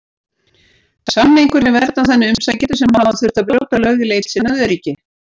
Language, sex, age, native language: Icelandic, female, 60-69, Icelandic